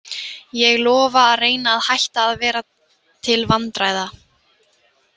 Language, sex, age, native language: Icelandic, male, 18-19, Icelandic